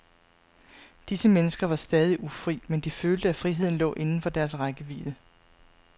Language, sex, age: Danish, female, 35